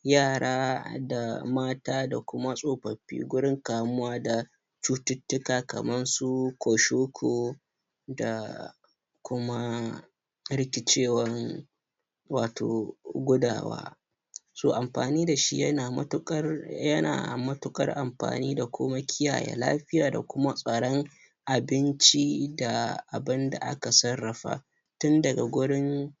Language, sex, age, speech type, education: Hausa, male, 15-29, spontaneous, primary